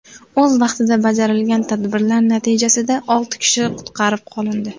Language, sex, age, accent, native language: Uzbek, female, 18-24, Andijon, Uzbek